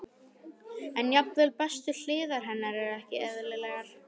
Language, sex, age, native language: Icelandic, male, 12, Icelandic